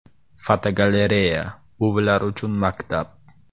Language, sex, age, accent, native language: Uzbek, male, 18-24, Samarqand, Uzbek